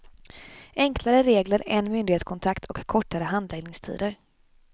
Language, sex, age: Swedish, female, 26